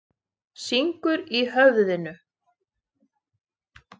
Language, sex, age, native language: Icelandic, female, 30-39, Icelandic